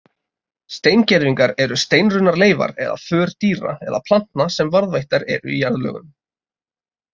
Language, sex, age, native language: Icelandic, male, 20-29, Icelandic